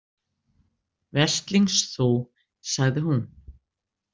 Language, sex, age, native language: Icelandic, female, 60-69, Icelandic